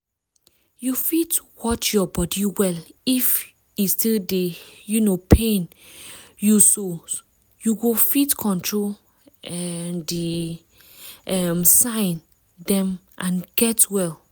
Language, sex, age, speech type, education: Nigerian Pidgin, female, 15-29, spontaneous, tertiary